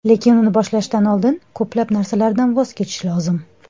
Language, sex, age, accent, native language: Uzbek, female, 25-34, Toshkent shahri, Uzbek